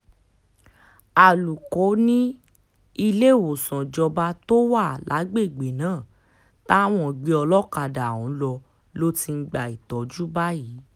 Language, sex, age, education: Yoruba, female, 15-29, tertiary